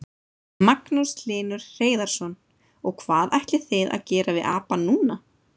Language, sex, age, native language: Icelandic, female, 30-39, Icelandic